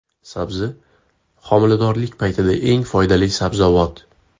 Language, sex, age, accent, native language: Uzbek, male, 18-24, Farg'ona, Uzbek